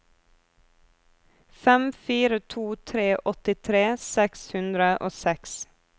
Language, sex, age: Norwegian, female, 24